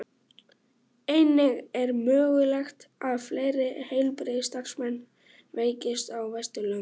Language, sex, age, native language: Icelandic, male, 18-19, Icelandic